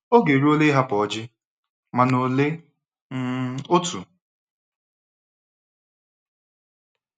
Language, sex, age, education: Igbo, male, 15-29, tertiary